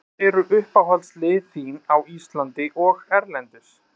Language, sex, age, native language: Icelandic, male, 30-39, Icelandic